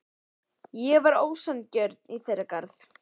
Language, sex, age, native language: Icelandic, male, 11, Icelandic